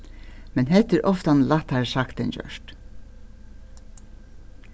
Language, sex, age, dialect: Faroese, female, 61+, Suðurstreymoy